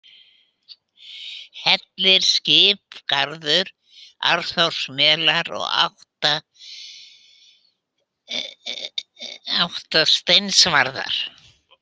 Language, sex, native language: Icelandic, female, Icelandic